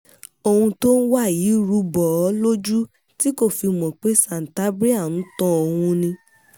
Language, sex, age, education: Yoruba, female, 15-29, tertiary